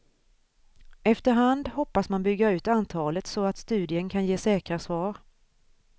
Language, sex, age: Swedish, female, 41